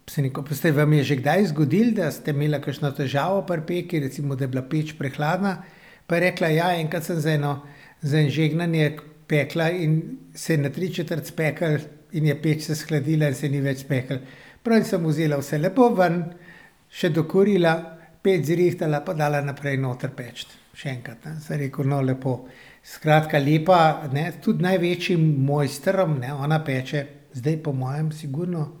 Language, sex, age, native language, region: Slovenian, male, 60+, Slovenian, Central Slovenia